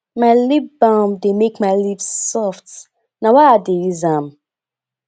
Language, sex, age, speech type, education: Nigerian Pidgin, female, 15-29, spontaneous, tertiary